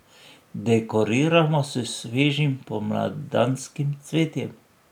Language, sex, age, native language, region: Slovenian, male, 60+, Slovenian, Drava region